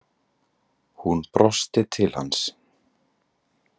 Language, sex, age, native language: Icelandic, male, 20-29, Icelandic